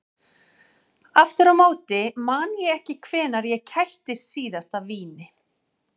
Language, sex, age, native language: Icelandic, female, 40-49, Icelandic